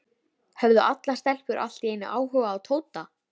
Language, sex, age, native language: Icelandic, female, 13, Icelandic